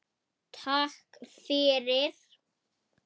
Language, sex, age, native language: Icelandic, male, 8, Icelandic